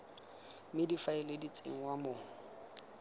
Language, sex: Tswana, male